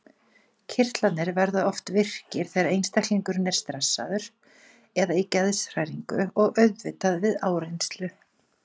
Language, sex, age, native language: Icelandic, female, 40-49, Icelandic